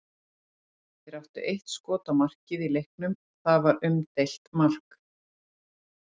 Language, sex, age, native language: Icelandic, female, 40-49, Icelandic